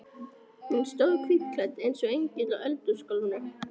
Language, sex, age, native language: Icelandic, female, 14, Icelandic